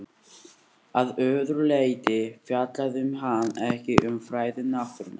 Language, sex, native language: Icelandic, male, Icelandic